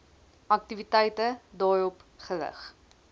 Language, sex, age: Afrikaans, female, 20